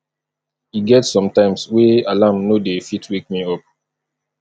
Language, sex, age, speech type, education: Nigerian Pidgin, male, 30-45, spontaneous, tertiary